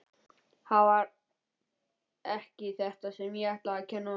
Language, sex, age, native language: Icelandic, male, 11, Icelandic